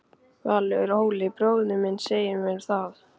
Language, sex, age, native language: Icelandic, male, 12, Icelandic